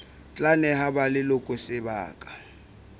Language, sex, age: Southern Sotho, male, 22